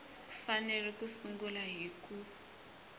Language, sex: Tsonga, male